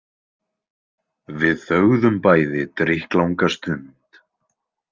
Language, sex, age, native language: Icelandic, male, 20-29, Icelandic